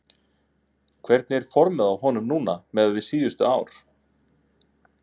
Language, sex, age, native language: Icelandic, male, 30-39, Icelandic